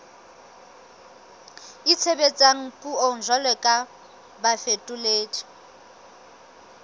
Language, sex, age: Southern Sotho, female, 23